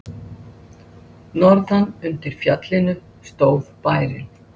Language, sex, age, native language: Icelandic, female, 60-69, Icelandic